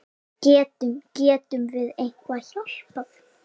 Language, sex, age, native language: Icelandic, female, 7, Icelandic